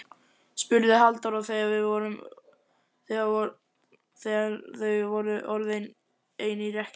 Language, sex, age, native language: Icelandic, male, 11, Icelandic